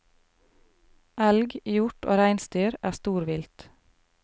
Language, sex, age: Norwegian, female, 33